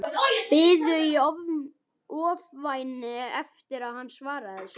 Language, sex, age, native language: Icelandic, male, 11, Icelandic